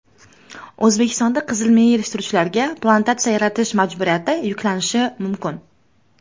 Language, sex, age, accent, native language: Uzbek, female, under 19, Toshkent viloyati, Uzbek